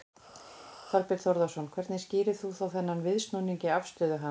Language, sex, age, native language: Icelandic, female, 40-49, Icelandic